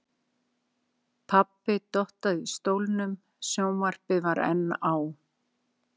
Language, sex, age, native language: Icelandic, female, 60-69, Icelandic